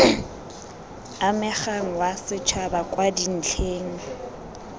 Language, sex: Tswana, female